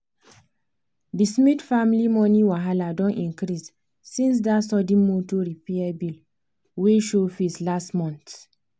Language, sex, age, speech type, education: Nigerian Pidgin, female, 15-29, spontaneous, tertiary